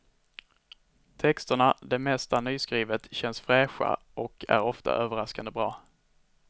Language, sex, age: Swedish, male, 21